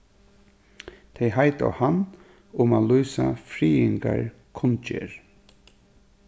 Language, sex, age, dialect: Faroese, male, 36-60, Suðurstreymoy